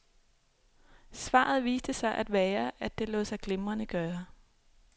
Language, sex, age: Danish, female, 26